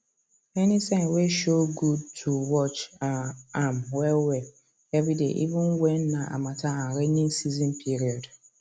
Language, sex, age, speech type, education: Nigerian Pidgin, female, 15-29, spontaneous, tertiary